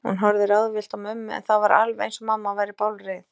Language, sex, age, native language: Icelandic, female, 40-49, Icelandic